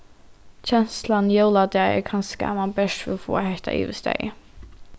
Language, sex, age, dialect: Faroese, female, 15-35, Norðuroyggjar